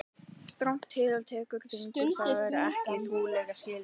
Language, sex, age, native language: Icelandic, female, 18-19, Icelandic